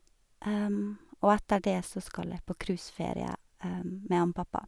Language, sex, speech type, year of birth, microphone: Norwegian, female, spontaneous, 1985, Sennheiser